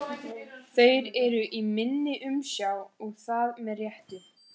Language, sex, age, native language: Icelandic, female, 14, Icelandic